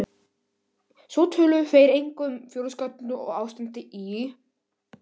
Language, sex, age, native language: Icelandic, male, 11, Polish